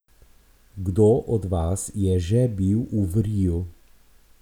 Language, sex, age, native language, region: Slovenian, male, 50-59, Slovenian, Abroad